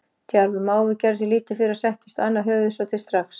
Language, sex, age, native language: Icelandic, female, 40-49, Icelandic